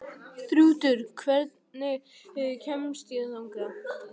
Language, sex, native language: Icelandic, male, Icelandic